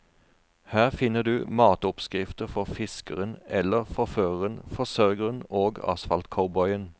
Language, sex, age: Norwegian, male, 41